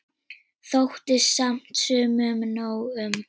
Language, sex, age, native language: Icelandic, female, 10, Icelandic